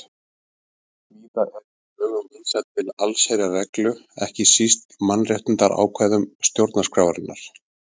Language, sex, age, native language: Icelandic, male, 30-39, Icelandic